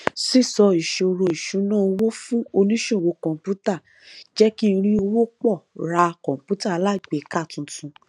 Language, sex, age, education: Yoruba, female, 30-45, tertiary